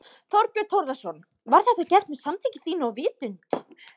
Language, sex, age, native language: Icelandic, female, 14, Icelandic